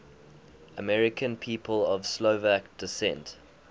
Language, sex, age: English, male, 20